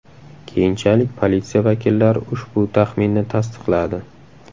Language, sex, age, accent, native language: Uzbek, male, 18-24, Samarqand, Uzbek